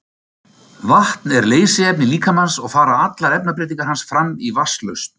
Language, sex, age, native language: Icelandic, male, 50-59, Icelandic